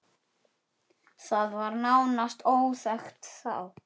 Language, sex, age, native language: Icelandic, male, 9, Icelandic